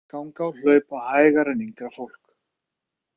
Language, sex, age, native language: Icelandic, male, 30-39, Icelandic